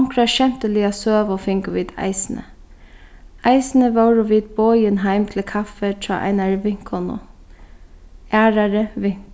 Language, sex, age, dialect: Faroese, female, 15-35, Sandoy